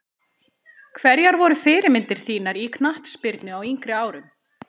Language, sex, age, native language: Icelandic, female, 30-39, Icelandic